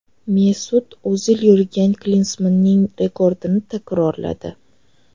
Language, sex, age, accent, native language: Uzbek, female, 18-24, Toshkent shahri, Uzbek